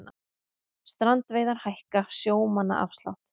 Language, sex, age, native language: Icelandic, female, 30-39, Icelandic